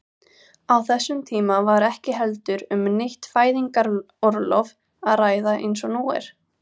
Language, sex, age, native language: Icelandic, female, 18-19, Icelandic